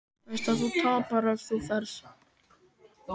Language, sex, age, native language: Icelandic, male, 13, Icelandic